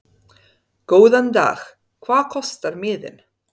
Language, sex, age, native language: Icelandic, female, 30-39, Serbo-Croatian